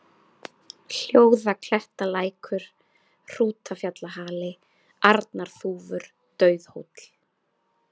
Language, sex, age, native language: Icelandic, female, 30-39, Icelandic